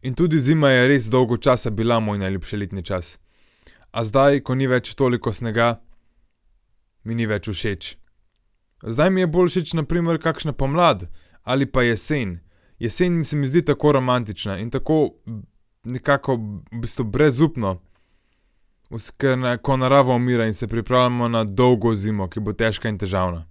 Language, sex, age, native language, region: Slovenian, male, 18-29, Slovenian, Gorenjska region